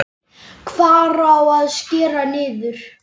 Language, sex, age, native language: Icelandic, male, 10, Icelandic